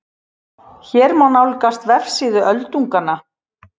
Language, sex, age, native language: Icelandic, female, 40-49, Icelandic